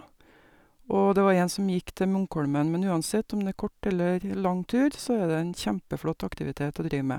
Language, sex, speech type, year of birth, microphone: Norwegian, female, spontaneous, 1961, Sennheiser